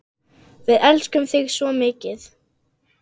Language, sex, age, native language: Icelandic, female, 10, Icelandic